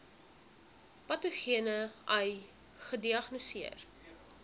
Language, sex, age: Afrikaans, female, 21